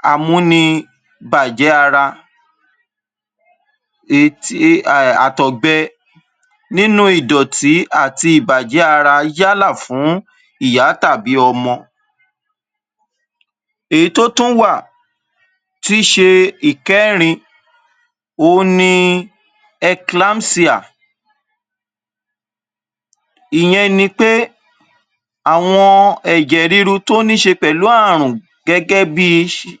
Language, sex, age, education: Yoruba, male, 30-45, tertiary